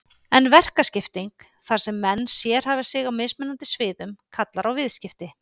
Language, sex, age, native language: Icelandic, female, 50-59, Icelandic